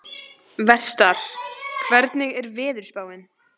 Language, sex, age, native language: Icelandic, female, 14, Icelandic